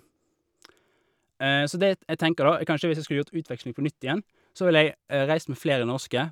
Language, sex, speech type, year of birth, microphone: Norwegian, male, spontaneous, 1988, Shure